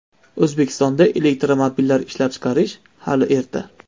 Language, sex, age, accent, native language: Uzbek, male, 25-34, Andijon, Uzbek